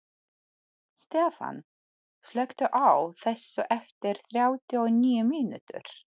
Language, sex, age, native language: Icelandic, female, 40-49, Polish